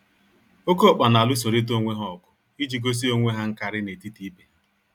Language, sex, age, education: Igbo, male, 46-60, tertiary